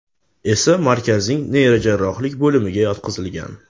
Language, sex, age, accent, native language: Uzbek, male, 18-24, Toshkent shahri, Uzbek